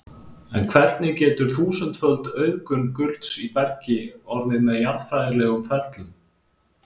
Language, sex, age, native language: Icelandic, male, 20-29, Icelandic